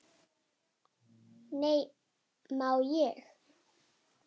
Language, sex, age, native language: Icelandic, female, 7, Icelandic